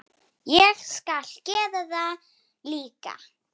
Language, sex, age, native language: Icelandic, female, 7, Icelandic